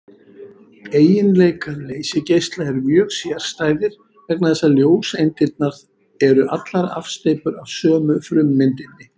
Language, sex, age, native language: Icelandic, female, 50-59, Icelandic